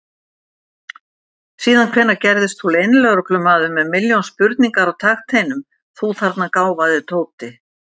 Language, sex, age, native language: Icelandic, female, 70-79, Icelandic